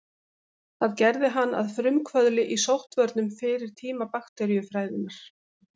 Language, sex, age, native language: Icelandic, female, 50-59, Icelandic